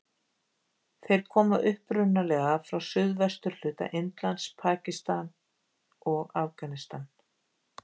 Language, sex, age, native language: Icelandic, female, 50-59, Icelandic